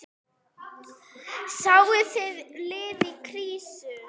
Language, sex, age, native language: Icelandic, female, 8, Icelandic